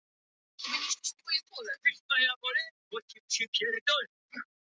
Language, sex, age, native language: Icelandic, male, 13, Polish